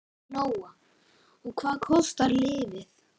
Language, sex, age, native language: Icelandic, male, 9, Icelandic